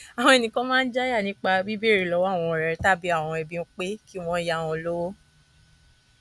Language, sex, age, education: Yoruba, female, 15-29, tertiary